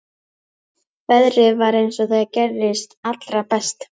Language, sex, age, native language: Icelandic, female, 11, Icelandic